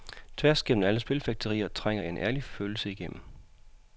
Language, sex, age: Danish, male, 40